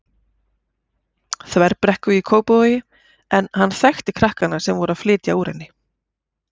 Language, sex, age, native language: Icelandic, female, 40-49, Icelandic